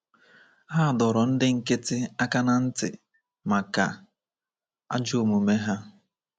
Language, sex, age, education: Igbo, male, 15-29, tertiary